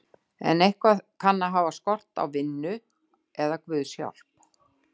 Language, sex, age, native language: Icelandic, female, 60-69, Icelandic